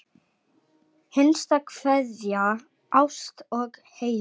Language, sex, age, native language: Icelandic, male, 8, Icelandic